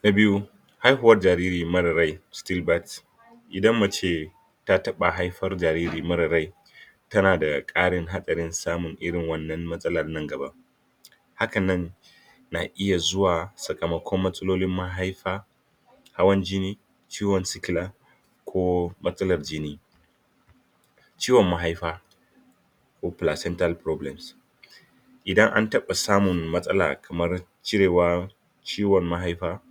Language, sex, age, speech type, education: Hausa, male, 30-45, spontaneous, tertiary